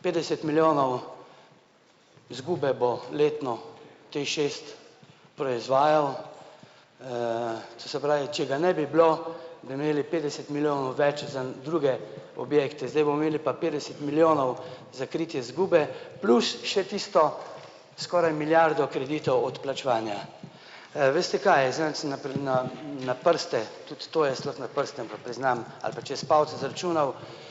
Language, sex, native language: Slovenian, male, Slovenian